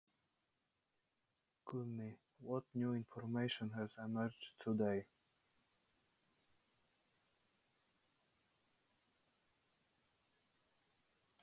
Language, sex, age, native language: Icelandic, male, 30-39, Polish